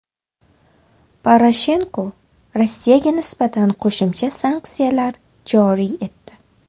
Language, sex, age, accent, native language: Uzbek, female, 18-24, Toshkent shahri, Uzbek